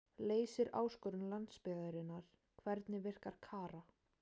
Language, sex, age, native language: Icelandic, female, 18-19, Icelandic